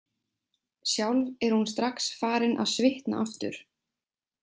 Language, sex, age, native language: Icelandic, female, 20-29, Icelandic